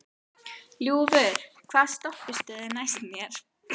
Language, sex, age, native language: Icelandic, female, 12, Icelandic